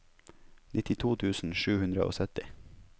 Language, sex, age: Norwegian, male, 21